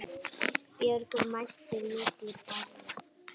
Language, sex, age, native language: Icelandic, female, 9, Icelandic